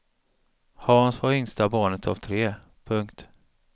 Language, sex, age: Swedish, male, 35